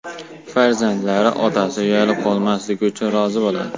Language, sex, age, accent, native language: Uzbek, male, 18-24, Farg'ona, Uzbek